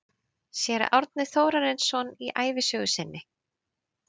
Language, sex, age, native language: Icelandic, female, 30-39, Icelandic